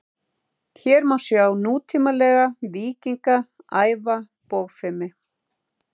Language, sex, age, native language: Icelandic, female, 30-39, Icelandic